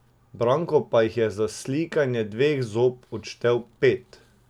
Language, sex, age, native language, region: Slovenian, male, 18-29, Slovenian, Drava region